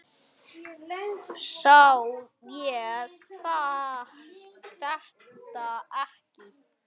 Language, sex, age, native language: Icelandic, male, 9, Icelandic